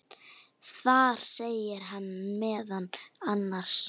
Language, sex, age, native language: Icelandic, female, 9, Icelandic